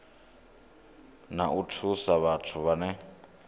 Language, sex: Venda, male